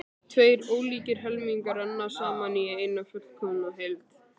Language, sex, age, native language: Icelandic, male, 13, Icelandic